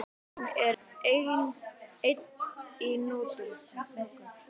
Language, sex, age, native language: Icelandic, male, 10, Icelandic